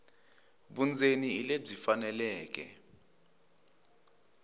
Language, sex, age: Tsonga, male, 23